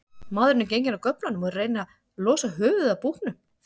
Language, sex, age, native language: Icelandic, female, 40-49, Icelandic